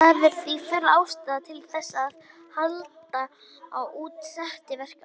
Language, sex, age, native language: Icelandic, female, 18-19, Icelandic